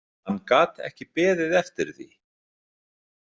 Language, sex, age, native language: Icelandic, male, 40-49, Icelandic